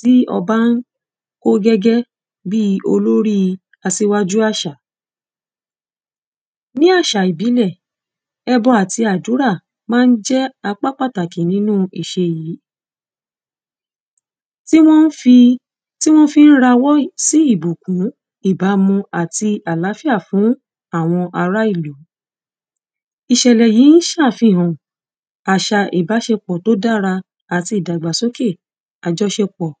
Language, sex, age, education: Yoruba, female, 30-45, secondary